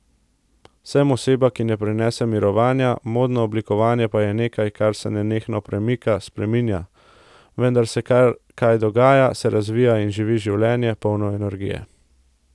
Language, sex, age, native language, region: Slovenian, male, 18-29, Slovenian, Central Slovenia